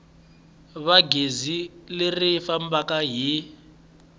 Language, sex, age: Tsonga, male, 20